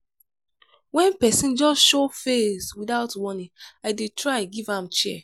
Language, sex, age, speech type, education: Nigerian Pidgin, female, 15-29, spontaneous, tertiary